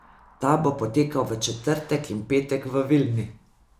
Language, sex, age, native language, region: Slovenian, female, 50-59, Slovenian, Savinja region